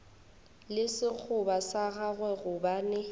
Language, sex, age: Northern Sotho, female, 21